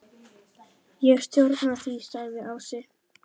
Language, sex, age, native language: Icelandic, male, 10, Icelandic